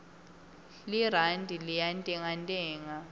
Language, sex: Swati, female